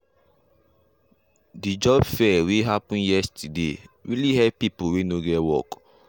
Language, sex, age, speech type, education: Nigerian Pidgin, male, 15-29, spontaneous, tertiary